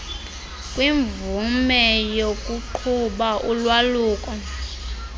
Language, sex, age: Xhosa, female, 23